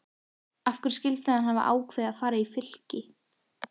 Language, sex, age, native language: Icelandic, female, 14, Icelandic